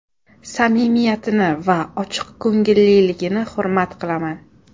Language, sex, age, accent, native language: Uzbek, female, 18-24, Samarqand, Uzbek